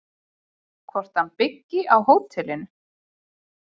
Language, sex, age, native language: Icelandic, female, 20-29, Icelandic